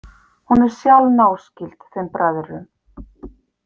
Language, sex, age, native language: Icelandic, female, 50-59, Icelandic